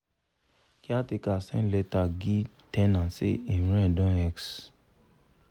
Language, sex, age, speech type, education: Nigerian Pidgin, male, 30-45, spontaneous, tertiary